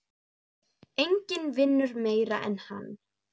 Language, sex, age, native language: Icelandic, female, 9, Icelandic